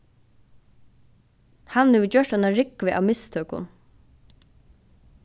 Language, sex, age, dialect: Faroese, female, 15-35, Norðuroyggjar